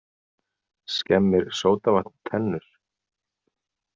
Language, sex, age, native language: Icelandic, male, 40-49, Icelandic